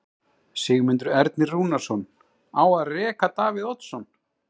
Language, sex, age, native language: Icelandic, male, 30-39, Icelandic